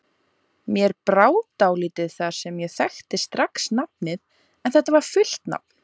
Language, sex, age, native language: Icelandic, female, 20-29, Icelandic